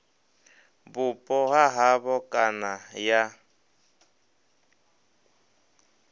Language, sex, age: Venda, male, 23